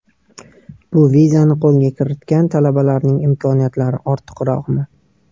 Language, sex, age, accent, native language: Uzbek, male, 18-24, Qashqadaryo, Uzbek